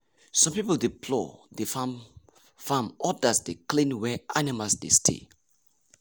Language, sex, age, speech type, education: Nigerian Pidgin, male, 30-45, spontaneous, tertiary